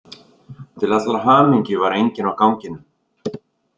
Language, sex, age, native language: Icelandic, male, 30-39, Icelandic